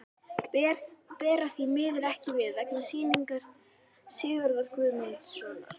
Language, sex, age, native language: Icelandic, female, 11, Icelandic